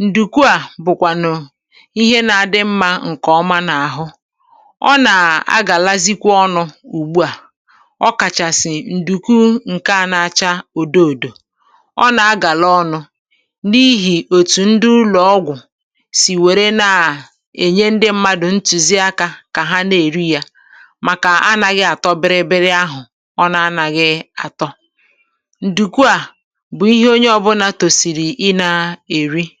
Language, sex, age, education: Igbo, female, 46-60, tertiary